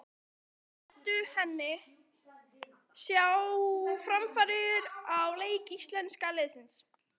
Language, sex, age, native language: Icelandic, female, 13, Icelandic